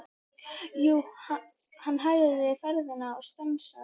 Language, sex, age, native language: Icelandic, female, 12, Icelandic